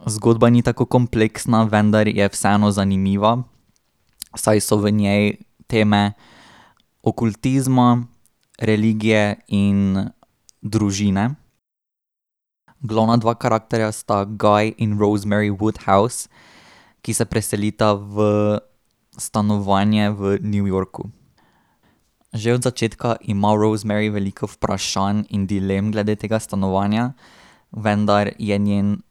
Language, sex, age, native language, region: Slovenian, male, 18-29, Slovenian, Drava region